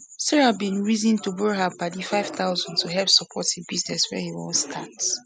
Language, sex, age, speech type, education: Nigerian Pidgin, female, 15-29, spontaneous, secondary